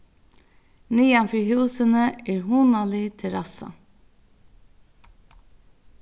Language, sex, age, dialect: Faroese, female, 36-60, Norðurstreymoy/Eysturoy